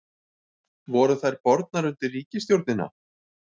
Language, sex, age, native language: Icelandic, male, 40-49, Icelandic